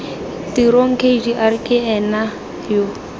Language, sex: Tswana, female